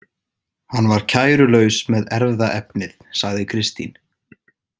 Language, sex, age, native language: Icelandic, male, 18-19, Icelandic